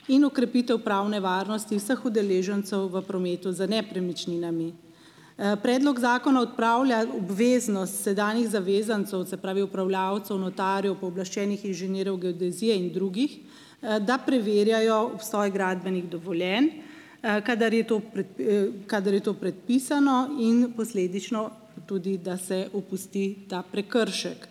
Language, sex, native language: Slovenian, female, Slovenian